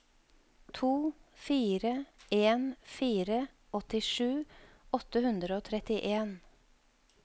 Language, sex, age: Norwegian, female, 52